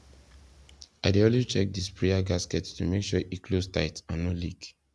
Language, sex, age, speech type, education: Nigerian Pidgin, male, 15-29, spontaneous, secondary